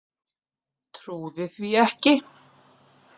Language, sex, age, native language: Icelandic, female, 30-39, Icelandic